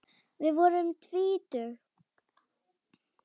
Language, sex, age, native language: Icelandic, female, 10, Icelandic